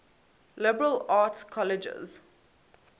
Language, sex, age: English, female, 18